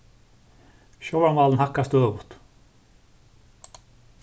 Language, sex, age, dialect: Faroese, male, 36-60, Suðurstreymoy